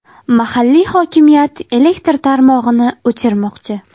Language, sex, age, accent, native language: Uzbek, female, under 19, Jizzax, Uzbek